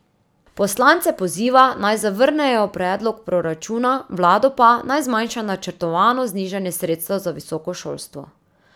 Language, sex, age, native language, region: Slovenian, female, 30-49, Slovenian, Drava region